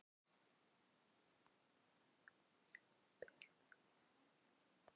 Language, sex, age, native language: Icelandic, female, 40-49, Filipino